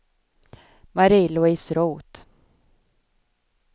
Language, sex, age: Swedish, female, 24